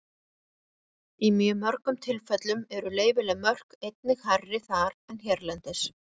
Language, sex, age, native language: Icelandic, female, 40-49, Icelandic